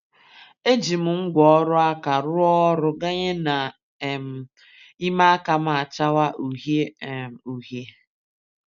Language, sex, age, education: Igbo, female, 30-45, tertiary